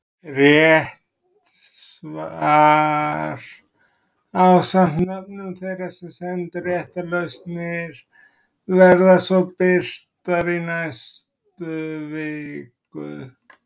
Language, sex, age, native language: Icelandic, male, 30-39, Icelandic